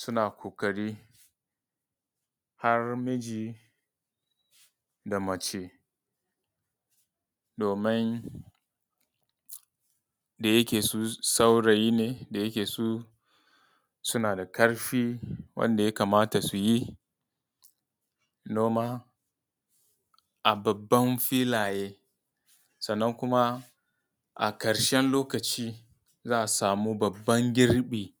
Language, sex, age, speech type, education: Hausa, male, 30-45, spontaneous, tertiary